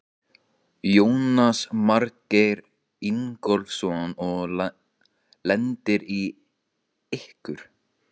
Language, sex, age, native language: Icelandic, male, 15, Icelandic